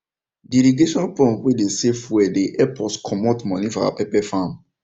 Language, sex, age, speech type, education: Nigerian Pidgin, male, 15-29, spontaneous, tertiary